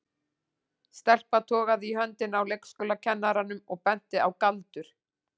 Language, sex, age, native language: Icelandic, female, 40-49, Icelandic